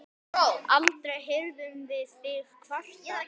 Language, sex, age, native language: Icelandic, male, 10, Icelandic